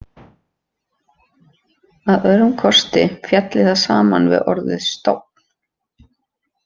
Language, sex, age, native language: Icelandic, female, 30-39, Icelandic